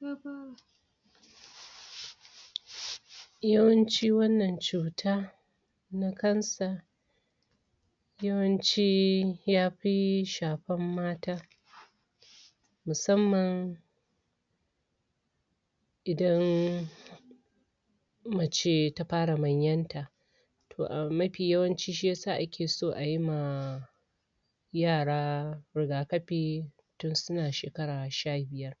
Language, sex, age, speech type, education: Hausa, female, 46-60, spontaneous, tertiary